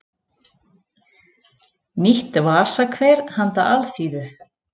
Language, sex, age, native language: Icelandic, female, 40-49, Icelandic